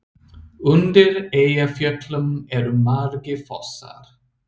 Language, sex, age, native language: Icelandic, male, 30-39, English